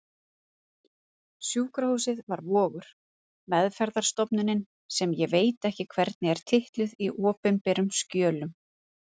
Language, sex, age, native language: Icelandic, female, 30-39, Icelandic